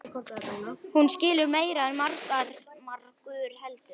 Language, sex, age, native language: Icelandic, male, 11, Icelandic